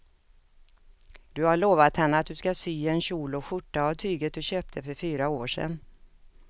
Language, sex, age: Swedish, female, 56